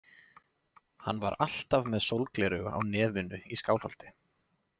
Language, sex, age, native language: Icelandic, male, 20-29, Icelandic